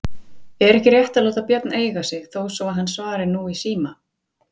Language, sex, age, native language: Icelandic, female, 40-49, Icelandic